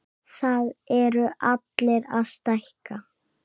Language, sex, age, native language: Icelandic, male, 7, Icelandic